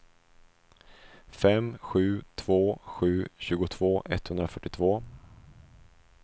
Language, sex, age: Swedish, male, 25